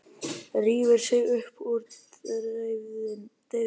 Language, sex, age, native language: Icelandic, male, 30-39, Icelandic